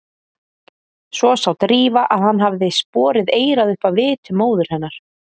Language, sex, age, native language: Icelandic, female, 40-49, Icelandic